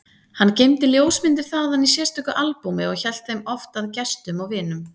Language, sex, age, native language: Icelandic, female, 30-39, Icelandic